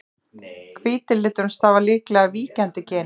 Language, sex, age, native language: Icelandic, female, 30-39, Icelandic